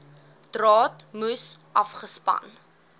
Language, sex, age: Afrikaans, female, 18